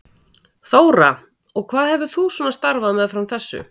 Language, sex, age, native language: Icelandic, female, 40-49, Icelandic